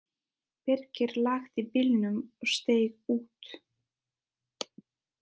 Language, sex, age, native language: Icelandic, female, 20-29, Italian